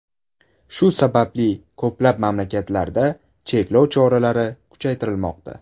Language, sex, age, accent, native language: Uzbek, male, 18-24, Buxoro, Uzbek